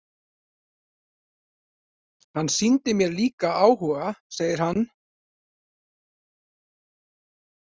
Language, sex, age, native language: Icelandic, male, 40-49, Icelandic